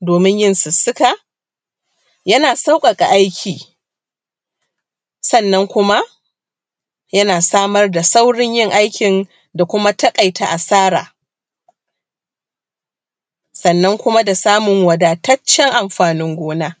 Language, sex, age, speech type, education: Hausa, female, 30-45, spontaneous, primary